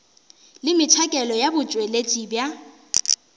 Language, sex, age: Northern Sotho, female, 18